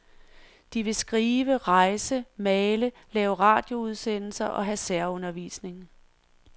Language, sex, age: Danish, female, 46